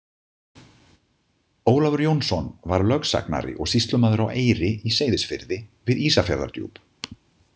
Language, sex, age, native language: Icelandic, male, 50-59, Icelandic